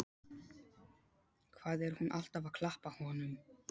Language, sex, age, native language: Icelandic, male, 12, Polish